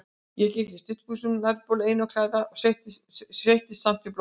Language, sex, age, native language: Icelandic, female, 60-69, Icelandic